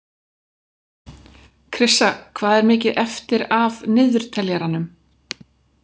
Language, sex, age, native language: Icelandic, female, 40-49, Icelandic